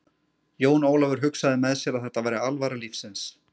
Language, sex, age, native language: Icelandic, male, 30-39, Icelandic